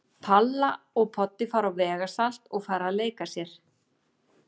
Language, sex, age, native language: Icelandic, female, 40-49, Icelandic